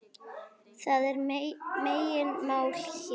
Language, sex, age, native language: Icelandic, female, 9, Icelandic